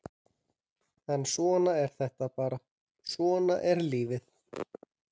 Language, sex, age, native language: Icelandic, male, 30-39, Icelandic